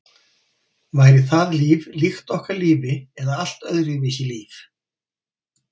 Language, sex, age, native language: Icelandic, male, 50-59, Icelandic